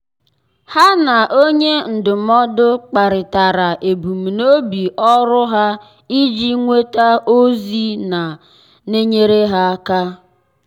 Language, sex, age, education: Igbo, male, 15-29, tertiary